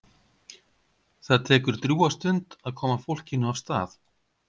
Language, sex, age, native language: Icelandic, male, 50-59, Icelandic